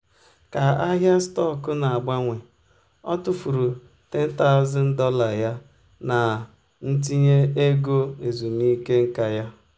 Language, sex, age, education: Igbo, male, 30-45, tertiary